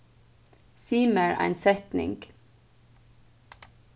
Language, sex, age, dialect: Faroese, female, 15-35, Suðurstreymoy